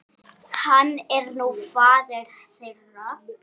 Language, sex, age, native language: Icelandic, male, 7, Icelandic